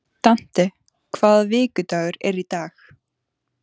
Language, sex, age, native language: Icelandic, female, 14, Icelandic